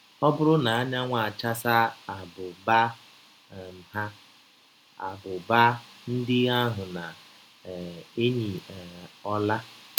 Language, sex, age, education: Igbo, male, 30-45, tertiary